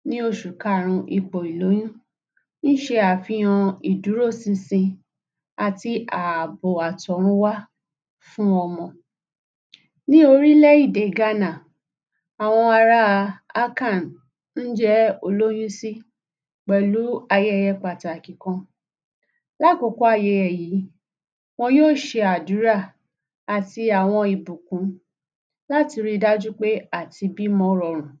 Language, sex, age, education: Yoruba, female, 30-45, tertiary